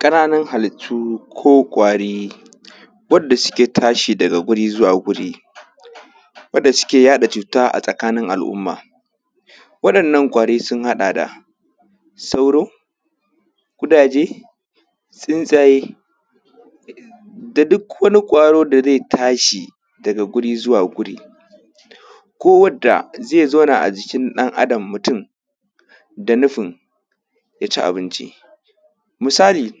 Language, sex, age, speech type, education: Hausa, male, 15-29, spontaneous, tertiary